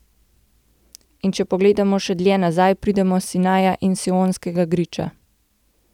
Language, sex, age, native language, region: Slovenian, female, 18-29, Slovenian, Gorenjska region